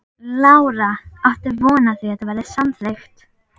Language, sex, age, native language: Icelandic, female, 11, Icelandic